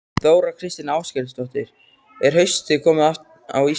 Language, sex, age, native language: Icelandic, male, 13, Icelandic